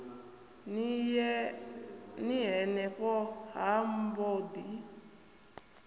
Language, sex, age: Venda, female, 28